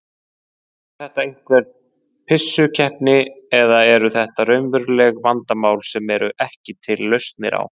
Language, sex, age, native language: Icelandic, male, 20-29, Icelandic